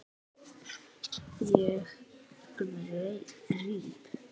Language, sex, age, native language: Icelandic, male, 8, Icelandic